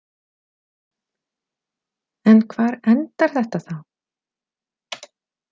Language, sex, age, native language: Icelandic, female, 40-49, Icelandic